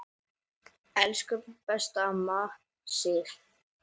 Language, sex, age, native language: Icelandic, male, 9, Icelandic